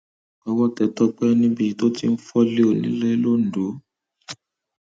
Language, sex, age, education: Yoruba, male, 30-45, secondary